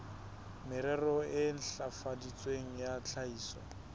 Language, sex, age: Southern Sotho, male, 20